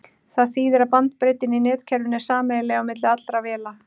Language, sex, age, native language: Icelandic, female, 30-39, Icelandic